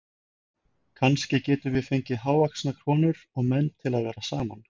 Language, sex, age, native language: Icelandic, male, 20-29, Icelandic